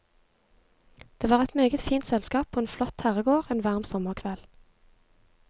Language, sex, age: Norwegian, female, 23